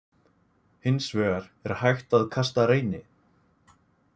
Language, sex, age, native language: Icelandic, male, 20-29, Icelandic